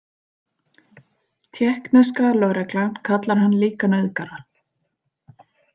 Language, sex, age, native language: Icelandic, female, 40-49, Icelandic